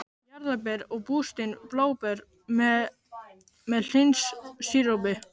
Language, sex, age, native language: Icelandic, male, 13, Icelandic